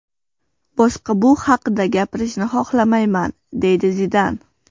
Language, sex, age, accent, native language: Uzbek, female, 18-24, Qashqadaryo, Uzbek